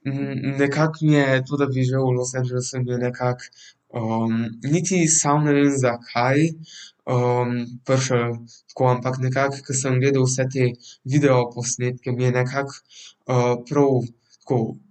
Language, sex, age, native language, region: Slovenian, male, 12-17, Slovenian, Central Slovenia